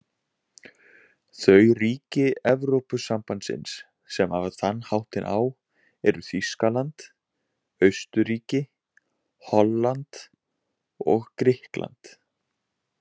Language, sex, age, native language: Icelandic, male, 20-29, Icelandic